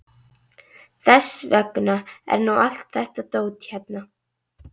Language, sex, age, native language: Icelandic, female, 11, Icelandic